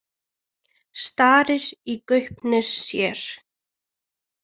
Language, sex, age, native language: Icelandic, female, 20-29, Icelandic